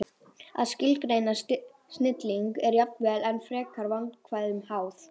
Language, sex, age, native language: Icelandic, female, 18-19, Icelandic